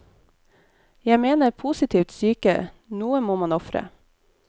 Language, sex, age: Norwegian, female, 29